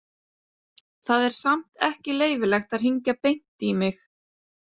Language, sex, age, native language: Icelandic, female, 30-39, Icelandic